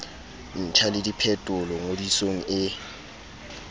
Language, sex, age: Southern Sotho, male, 20